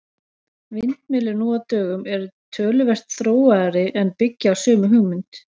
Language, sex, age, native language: Icelandic, female, 40-49, Icelandic